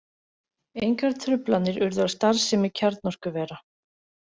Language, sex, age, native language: Icelandic, other, 40-49, Icelandic